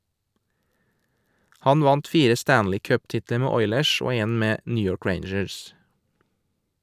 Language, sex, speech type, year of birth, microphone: Norwegian, male, read, 1983, Shure